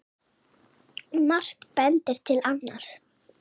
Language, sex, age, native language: Icelandic, female, 7, Icelandic